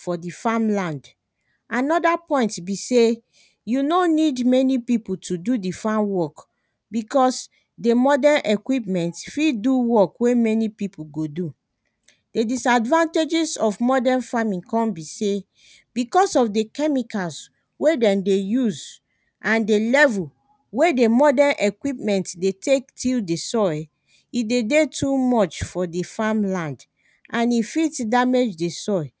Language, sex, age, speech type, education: Nigerian Pidgin, female, 30-45, spontaneous, secondary